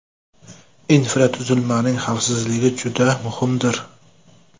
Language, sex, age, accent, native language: Uzbek, male, 25-34, Jizzax, Uzbek